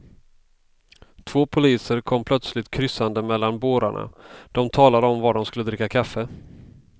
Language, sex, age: Swedish, male, 32